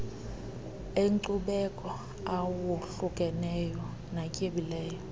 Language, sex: Xhosa, female